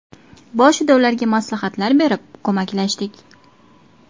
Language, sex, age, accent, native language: Uzbek, female, 19-29, Farg'ona, Uzbek